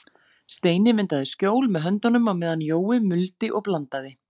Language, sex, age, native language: Icelandic, female, 40-49, Icelandic